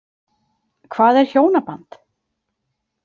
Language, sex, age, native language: Icelandic, female, 30-39, Icelandic